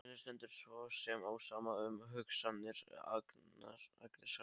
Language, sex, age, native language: Icelandic, male, 13, Polish